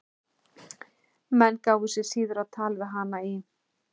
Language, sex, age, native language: Icelandic, male, 11, Icelandic